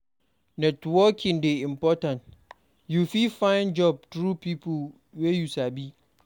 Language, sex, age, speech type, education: Nigerian Pidgin, male, 46-60, read, primary